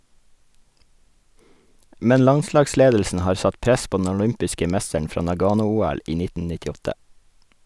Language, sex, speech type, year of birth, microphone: Norwegian, male, read, 1981, Sennheiser